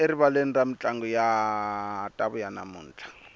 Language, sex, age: Tsonga, male, 25